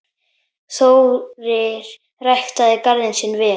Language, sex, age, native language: Icelandic, male, 10, Icelandic